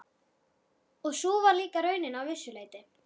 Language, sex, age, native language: Icelandic, female, 12, Icelandic